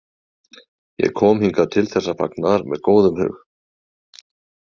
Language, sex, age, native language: Icelandic, male, 30-39, Icelandic